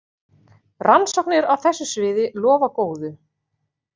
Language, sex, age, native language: Icelandic, female, 40-49, Icelandic